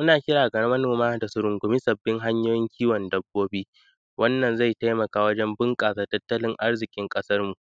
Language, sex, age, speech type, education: Hausa, male, 15-29, spontaneous, secondary